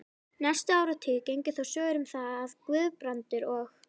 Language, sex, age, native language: Icelandic, male, 11, Icelandic